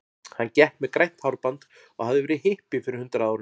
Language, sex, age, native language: Icelandic, male, 40-49, Icelandic